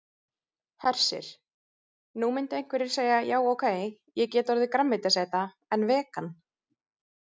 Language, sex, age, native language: Icelandic, female, 30-39, Icelandic